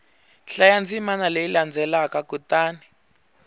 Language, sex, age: Tsonga, male, 20